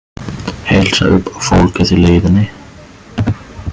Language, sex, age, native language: Icelandic, male, 20-29, German